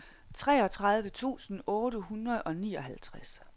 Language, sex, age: Danish, female, 46